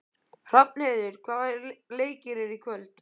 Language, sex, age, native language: Icelandic, male, 12, Icelandic